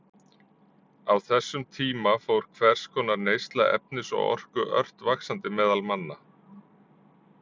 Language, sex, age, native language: Icelandic, male, 40-49, Icelandic